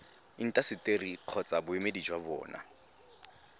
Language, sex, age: Tswana, male, 19